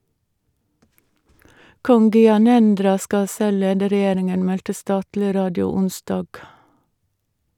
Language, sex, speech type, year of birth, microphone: Norwegian, female, read, 1962, Shure